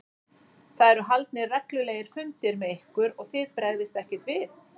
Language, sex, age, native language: Icelandic, female, 40-49, Icelandic